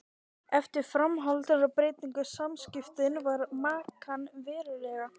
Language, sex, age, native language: Icelandic, female, 12, Icelandic